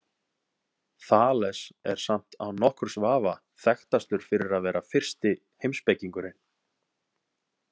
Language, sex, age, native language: Icelandic, male, 30-39, Icelandic